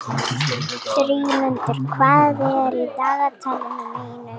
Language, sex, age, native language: Icelandic, female, 40-49, Icelandic